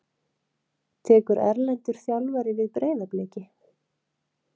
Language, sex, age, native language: Icelandic, female, 30-39, Icelandic